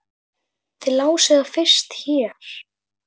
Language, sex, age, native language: Icelandic, female, 10, Icelandic